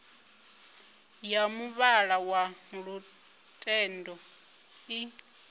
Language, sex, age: Venda, female, 25